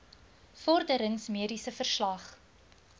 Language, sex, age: Afrikaans, female, 20